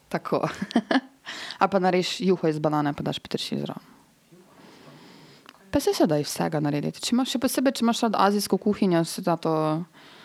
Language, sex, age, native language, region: Slovenian, female, 18-29, Serbian, Drava region